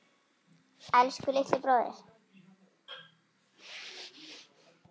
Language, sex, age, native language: Icelandic, female, 9, Icelandic